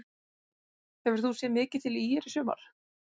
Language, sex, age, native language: Icelandic, female, 20-29, Icelandic